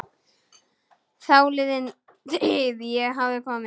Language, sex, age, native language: Icelandic, female, 9, Icelandic